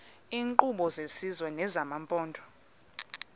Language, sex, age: Xhosa, female, 20